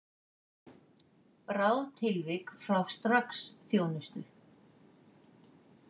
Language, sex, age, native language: Icelandic, female, 50-59, Icelandic